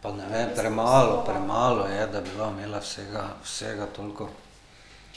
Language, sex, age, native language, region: Slovenian, male, 50-59, Slovenian, Drava region